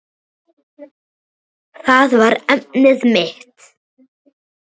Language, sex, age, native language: Icelandic, male, 7, Icelandic